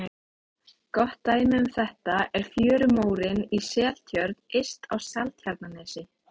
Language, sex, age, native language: Icelandic, female, 18-19, Icelandic